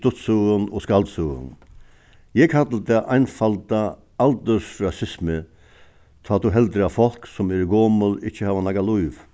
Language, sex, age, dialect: Faroese, male, 61+, Suðuroy